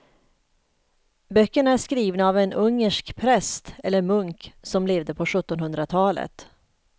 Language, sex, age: Swedish, female, 38